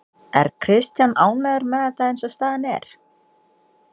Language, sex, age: Icelandic, female, 20-29